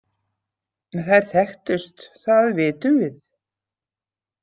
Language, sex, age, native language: Icelandic, female, 60-69, Icelandic